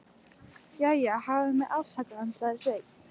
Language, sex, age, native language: Icelandic, female, 12, Icelandic